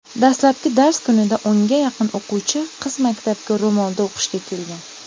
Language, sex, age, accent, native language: Uzbek, female, 19-29, Andijon, Uzbek